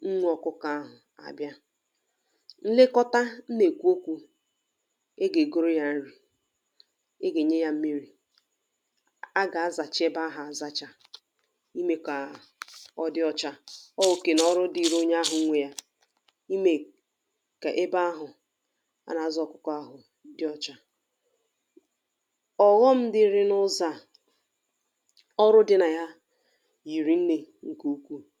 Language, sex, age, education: Igbo, female, 15-29, tertiary